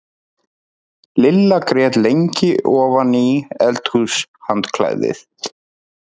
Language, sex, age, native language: Icelandic, male, 30-39, Icelandic